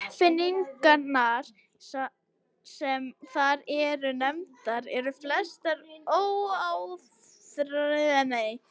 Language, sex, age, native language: Icelandic, female, 18-19, Icelandic